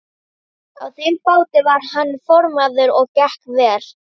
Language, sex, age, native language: Icelandic, female, 12, Icelandic